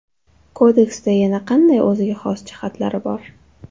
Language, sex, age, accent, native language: Uzbek, female, 12-17, Toshkent shahri, Uzbek